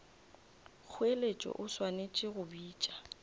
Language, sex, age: Northern Sotho, female, 24